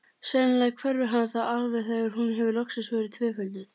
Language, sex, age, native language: Icelandic, female, 30-39, Icelandic